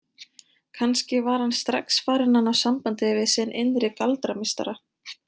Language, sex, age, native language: Icelandic, female, 20-29, Icelandic